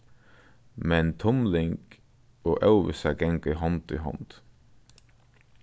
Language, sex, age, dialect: Faroese, male, 15-35, Norðurstreymoy/Eysturoy